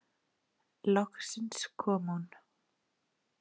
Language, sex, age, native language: Icelandic, female, 40-49, Icelandic